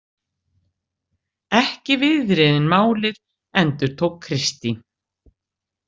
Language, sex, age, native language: Icelandic, female, 60-69, Icelandic